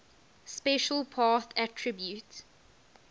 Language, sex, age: English, female, 19